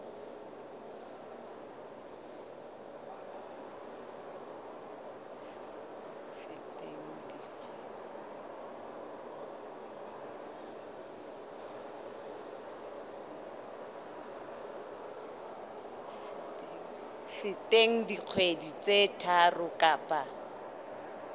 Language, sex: Southern Sotho, female